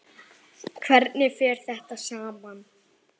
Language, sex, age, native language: Icelandic, female, 9, Icelandic